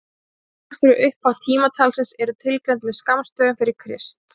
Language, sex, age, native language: Icelandic, female, 20-29, Icelandic